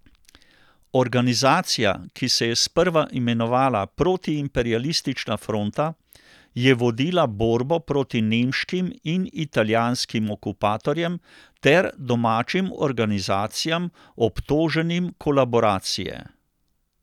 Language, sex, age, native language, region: Slovenian, male, 60+, Slovenian, Central Slovenia